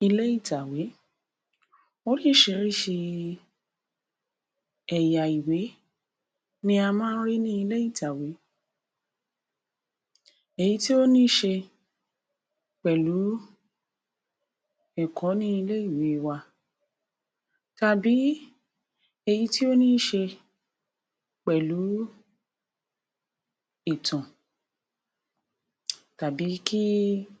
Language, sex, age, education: Yoruba, female, 60+, tertiary